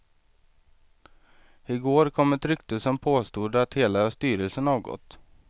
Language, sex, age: Swedish, male, 23